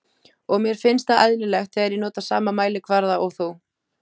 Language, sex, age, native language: Icelandic, female, 18-19, Icelandic